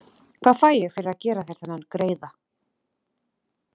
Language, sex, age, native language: Icelandic, female, 30-39, Icelandic